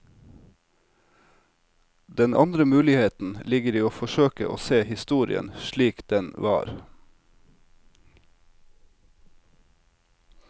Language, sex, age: Norwegian, male, 36